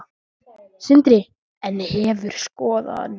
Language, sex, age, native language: Icelandic, male, 13, Icelandic